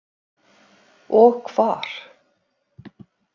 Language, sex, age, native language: Icelandic, female, 50-59, Icelandic